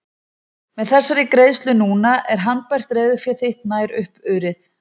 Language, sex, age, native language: Icelandic, female, 40-49, Icelandic